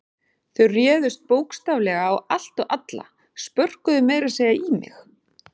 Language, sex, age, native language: Icelandic, female, 40-49, Icelandic